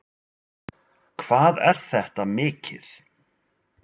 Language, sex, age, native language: Icelandic, male, 20-29, Icelandic